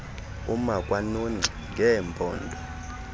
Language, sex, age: Xhosa, male, 26